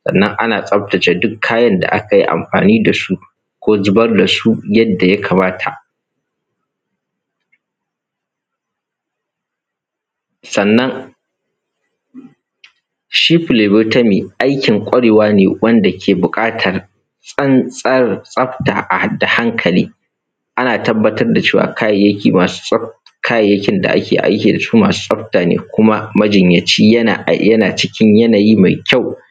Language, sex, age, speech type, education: Hausa, male, 15-29, spontaneous, primary